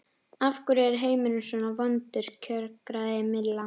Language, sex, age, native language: Icelandic, female, 11, Icelandic